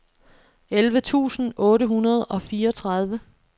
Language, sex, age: Danish, female, 26